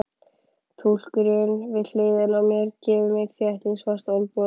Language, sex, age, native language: Icelandic, male, 11, Icelandic